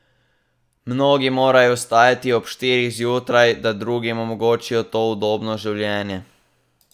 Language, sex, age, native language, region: Slovenian, male, 18-29, Slovenian, Southeast Slovenia